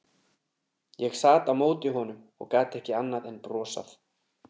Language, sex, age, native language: Icelandic, male, 30-39, Icelandic